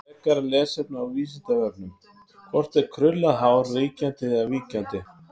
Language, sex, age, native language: Icelandic, male, 50-59, Icelandic